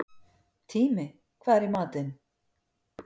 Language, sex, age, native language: Icelandic, female, 50-59, Icelandic